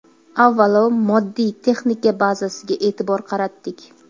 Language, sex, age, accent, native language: Uzbek, female, 25-34, Toshkent viloyati, Uzbek